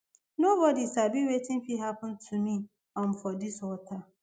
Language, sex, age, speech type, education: Nigerian Pidgin, female, 15-29, spontaneous, tertiary